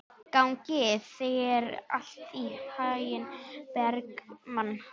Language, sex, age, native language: Icelandic, male, 11, Icelandic